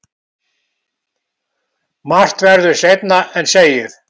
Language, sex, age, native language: Icelandic, male, 70-79, Icelandic